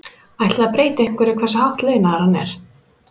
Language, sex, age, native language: Icelandic, female, 30-39, Icelandic